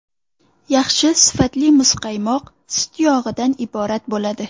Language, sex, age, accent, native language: Uzbek, female, under 19, Xorazm, Uzbek